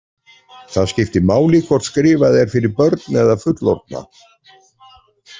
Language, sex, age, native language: Icelandic, male, 40-49, Icelandic